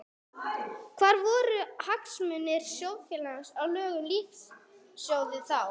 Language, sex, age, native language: Icelandic, female, 30-39, English